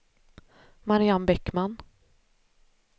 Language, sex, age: Swedish, female, 33